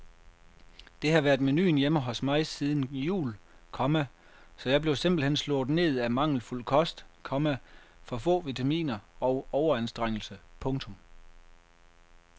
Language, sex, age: Danish, male, 33